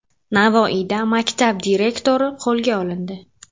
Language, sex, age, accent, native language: Uzbek, female, 18-24, Samarqand, Uzbek